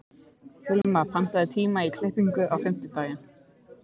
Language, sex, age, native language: Icelandic, male, 15, Icelandic